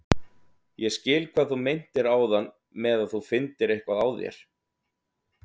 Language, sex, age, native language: Icelandic, male, 30-39, Icelandic